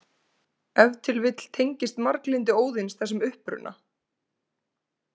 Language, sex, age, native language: Icelandic, female, 20-29, Icelandic